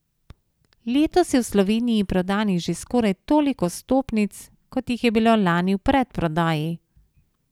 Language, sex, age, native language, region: Slovenian, female, 50-59, Slovenian, Savinja region